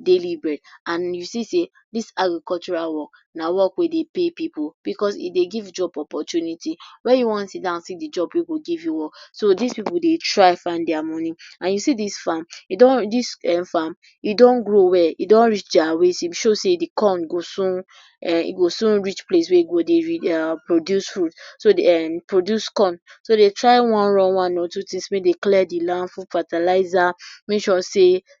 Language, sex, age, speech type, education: Nigerian Pidgin, female, 46-60, spontaneous, tertiary